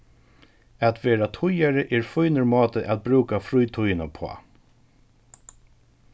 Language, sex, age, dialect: Faroese, male, 36-60, Suðurstreymoy